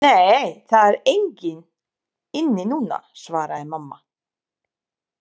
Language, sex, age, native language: Icelandic, female, 30-39, Serbo-Croatian